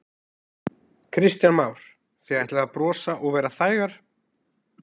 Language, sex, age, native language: Icelandic, male, 20-29, Icelandic